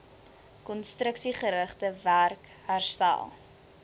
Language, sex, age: Afrikaans, female, 20